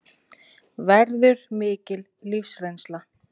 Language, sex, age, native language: Icelandic, female, 20-29, Icelandic